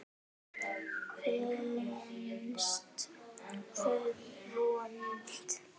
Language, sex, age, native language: Icelandic, female, 9, Icelandic